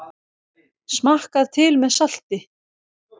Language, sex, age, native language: Icelandic, female, 9, Icelandic